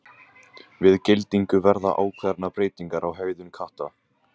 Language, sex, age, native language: Icelandic, male, 18-19, Icelandic